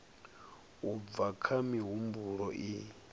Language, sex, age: Venda, male, 39